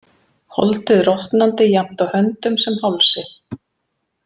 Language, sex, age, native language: Icelandic, female, 40-49, Icelandic